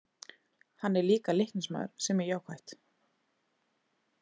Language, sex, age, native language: Icelandic, female, 20-29, Icelandic